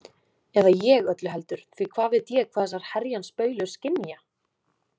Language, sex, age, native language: Icelandic, female, 20-29, Icelandic